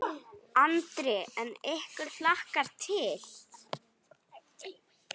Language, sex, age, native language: Icelandic, female, 8, Icelandic